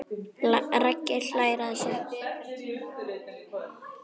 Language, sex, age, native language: Icelandic, female, 9, Icelandic